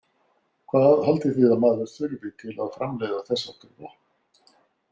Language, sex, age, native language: Icelandic, male, 60-69, Icelandic